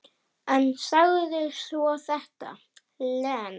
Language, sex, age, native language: Icelandic, female, 10, Icelandic